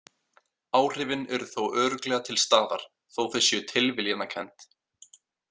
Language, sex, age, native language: Icelandic, male, 18-19, Icelandic